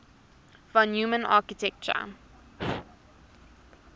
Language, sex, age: English, female, 19